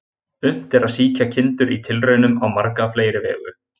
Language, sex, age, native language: Icelandic, male, 20-29, Icelandic